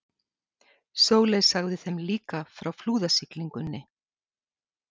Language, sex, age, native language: Icelandic, female, 60-69, Icelandic